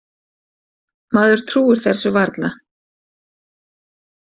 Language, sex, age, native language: Icelandic, female, 40-49, Icelandic